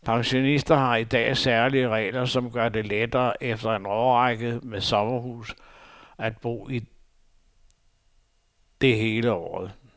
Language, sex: Danish, male